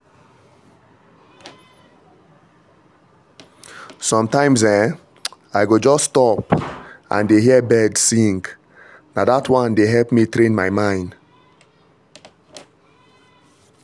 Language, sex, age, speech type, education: Nigerian Pidgin, male, 30-45, spontaneous, tertiary